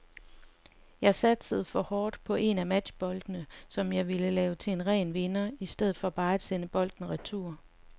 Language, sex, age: Danish, female, 35